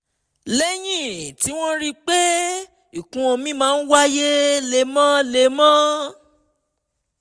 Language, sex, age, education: Yoruba, male, 15-29, tertiary